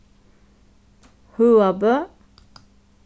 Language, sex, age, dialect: Faroese, female, 36-60, Suðuroy